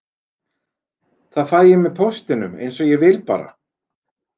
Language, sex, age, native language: Icelandic, male, 40-49, Icelandic